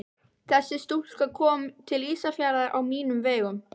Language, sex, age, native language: Icelandic, female, 12, Icelandic